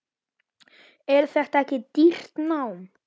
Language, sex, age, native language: Icelandic, male, 9, Icelandic